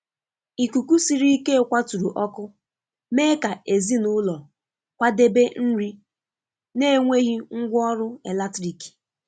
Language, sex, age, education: Igbo, female, 15-29, tertiary